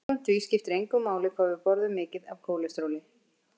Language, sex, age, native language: Icelandic, female, 50-59, Icelandic